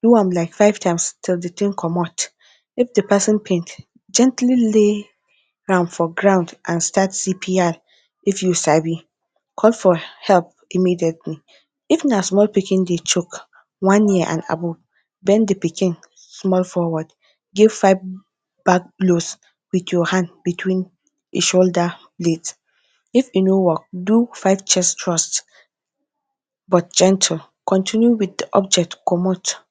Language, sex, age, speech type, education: Nigerian Pidgin, female, 15-29, spontaneous, tertiary